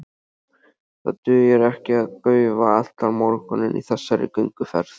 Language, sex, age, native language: Icelandic, male, 13, Icelandic